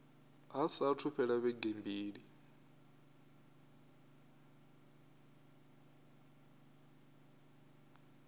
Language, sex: Venda, male